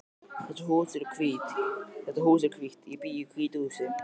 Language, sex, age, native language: Icelandic, male, 12, Icelandic